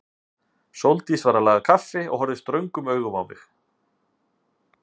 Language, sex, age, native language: Icelandic, male, 50-59, Icelandic